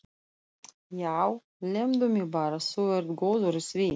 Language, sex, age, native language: Icelandic, female, 40-49, Russian